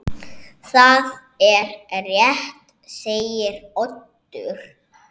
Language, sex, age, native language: Icelandic, male, 6, Icelandic